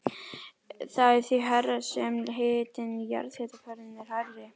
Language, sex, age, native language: Icelandic, female, 11, Icelandic